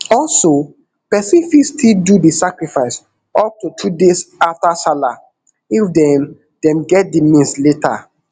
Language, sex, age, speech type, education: Nigerian Pidgin, male, 15-29, spontaneous, tertiary